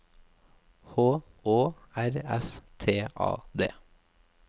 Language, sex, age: Norwegian, male, 24